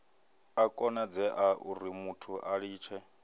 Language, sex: Venda, male